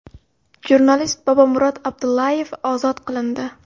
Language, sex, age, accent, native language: Uzbek, female, 18-24, Xorazm, Uzbek